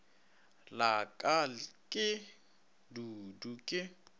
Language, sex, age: Northern Sotho, male, 19